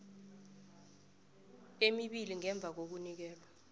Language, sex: South Ndebele, female